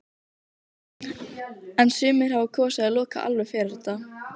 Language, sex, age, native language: Icelandic, female, 15, Icelandic